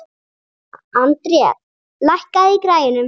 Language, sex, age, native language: Icelandic, female, 30-39, Icelandic